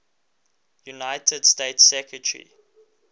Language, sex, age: English, male, 19